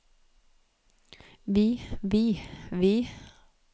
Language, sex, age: Norwegian, female, 31